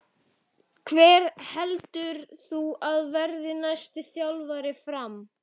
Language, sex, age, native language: Icelandic, male, 12, Icelandic